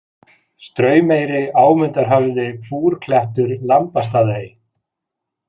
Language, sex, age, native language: Icelandic, male, 40-49, Icelandic